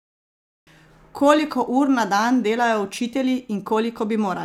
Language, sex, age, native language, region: Slovenian, female, 30-49, Slovenian, Zasavska region